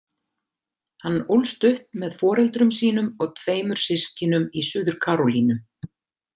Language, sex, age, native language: Icelandic, female, 50-59, Icelandic